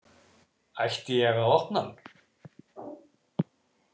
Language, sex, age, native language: Icelandic, male, 60-69, Icelandic